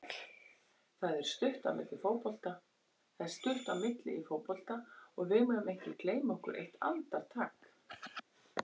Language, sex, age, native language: Icelandic, female, 21, Icelandic